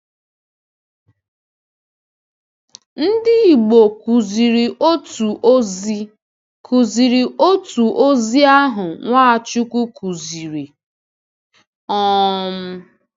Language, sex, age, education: Igbo, female, 15-29, tertiary